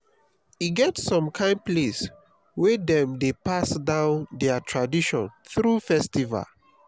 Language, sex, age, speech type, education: Nigerian Pidgin, male, 30-45, spontaneous, tertiary